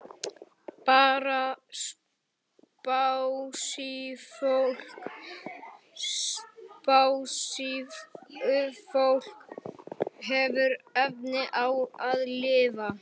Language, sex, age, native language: Icelandic, male, 11, Icelandic